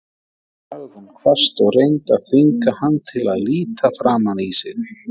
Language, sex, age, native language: Icelandic, male, 40-49, Icelandic